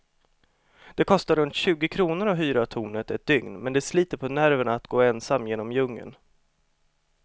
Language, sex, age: Swedish, male, 25